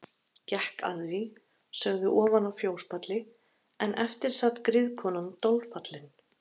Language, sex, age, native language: Icelandic, female, 30-39, Icelandic